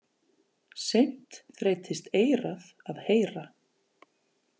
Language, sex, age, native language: Icelandic, female, 40-49, Icelandic